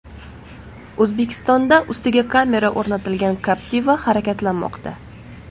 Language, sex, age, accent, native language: Uzbek, female, 18-24, Samarqand, Uzbek